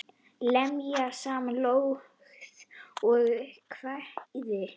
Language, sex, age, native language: Icelandic, female, 10, Icelandic